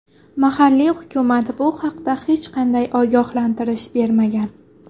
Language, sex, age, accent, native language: Uzbek, female, 19-29, Xorazm, Uzbek